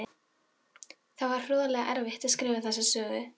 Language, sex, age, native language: Icelandic, female, 13, Filipino